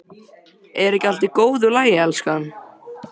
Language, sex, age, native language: Icelandic, male, 13, Icelandic